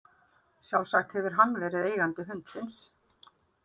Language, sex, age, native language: Icelandic, female, 40-49, Icelandic